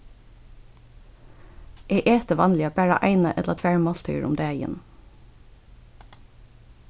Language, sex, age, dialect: Faroese, female, 15-35, Suðurstreymoy